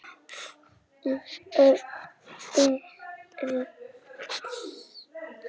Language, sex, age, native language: Icelandic, male, 6, Icelandic